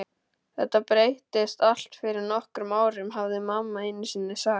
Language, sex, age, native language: Icelandic, male, 12, Icelandic